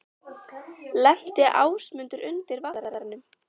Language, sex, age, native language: Icelandic, female, 12, Icelandic